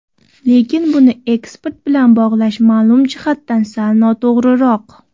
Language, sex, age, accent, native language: Uzbek, female, 19-29, Toshkent viloyati, Uzbek